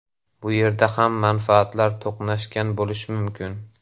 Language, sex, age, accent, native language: Uzbek, male, 18-24, Andijon, Uzbek